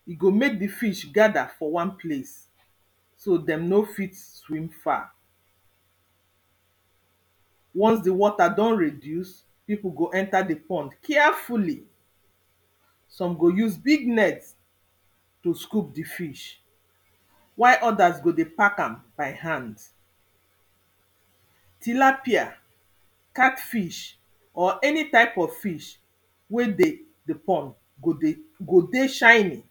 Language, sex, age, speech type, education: Nigerian Pidgin, female, 46-60, spontaneous, secondary